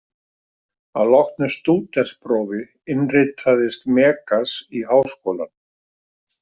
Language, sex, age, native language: Icelandic, male, 50-59, Icelandic